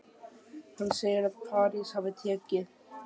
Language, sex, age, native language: Icelandic, male, 12, Icelandic